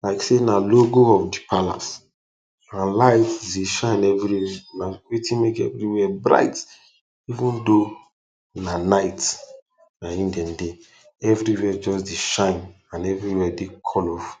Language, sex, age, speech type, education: Nigerian Pidgin, male, 15-29, spontaneous, tertiary